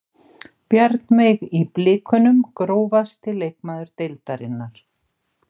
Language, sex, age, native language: Icelandic, female, 60-69, Icelandic